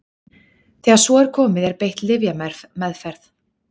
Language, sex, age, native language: Icelandic, female, 30-39, Icelandic